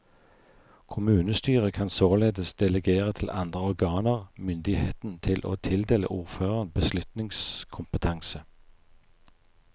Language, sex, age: Norwegian, male, 43